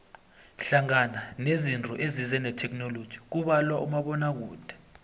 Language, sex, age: South Ndebele, male, 21